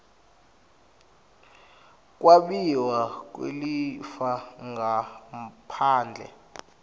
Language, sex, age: Swati, male, 21